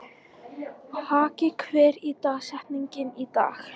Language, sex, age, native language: Icelandic, female, 14, Icelandic